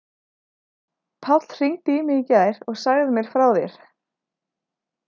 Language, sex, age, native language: Icelandic, female, 30-39, Icelandic